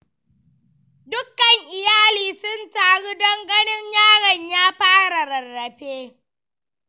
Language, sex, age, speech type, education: Hausa, female, 15-29, read, primary